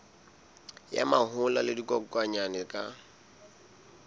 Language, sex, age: Southern Sotho, male, 22